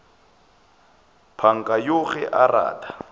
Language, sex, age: Northern Sotho, male, 24